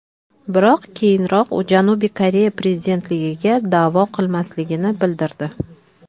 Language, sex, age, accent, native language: Uzbek, female, 30-39, Toshkent shahri, Uzbek